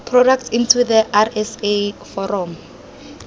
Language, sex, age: Tswana, female, 19